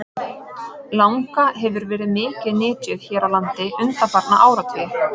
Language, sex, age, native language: Icelandic, female, 30-39, Icelandic